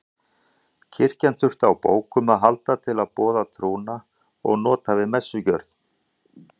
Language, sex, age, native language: Icelandic, male, 40-49, Icelandic